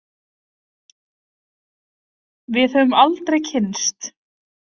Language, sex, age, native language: Icelandic, female, 30-39, Icelandic